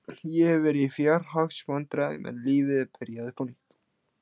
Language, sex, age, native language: Icelandic, male, 16, Icelandic